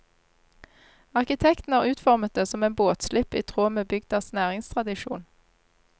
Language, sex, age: Norwegian, female, 26